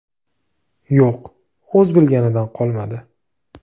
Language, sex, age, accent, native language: Uzbek, male, 18-24, Farg'ona, Uzbek